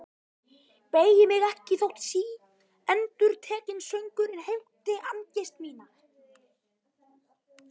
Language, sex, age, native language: Icelandic, male, 12, Icelandic